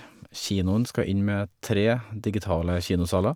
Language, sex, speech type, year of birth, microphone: Norwegian, male, spontaneous, 1979, Shure